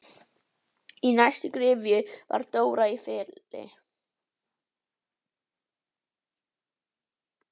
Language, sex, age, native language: Icelandic, female, 11, Icelandic